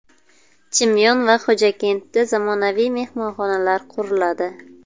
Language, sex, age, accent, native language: Uzbek, female, 19-29, Buxoro, Uzbek